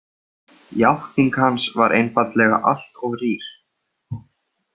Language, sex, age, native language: Icelandic, male, 30-39, Icelandic